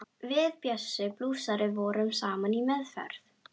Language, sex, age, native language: Icelandic, female, 12, Icelandic